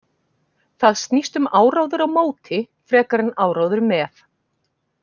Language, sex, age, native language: Icelandic, female, 40-49, Icelandic